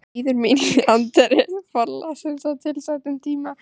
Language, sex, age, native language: Icelandic, female, 14, Icelandic